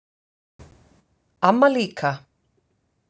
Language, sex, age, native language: Icelandic, female, 50-59, Icelandic